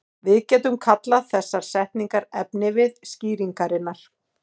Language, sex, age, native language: Icelandic, female, 40-49, Icelandic